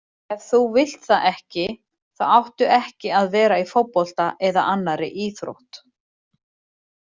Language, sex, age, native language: Icelandic, female, 40-49, Icelandic